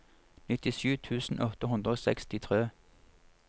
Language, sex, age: Norwegian, male, 47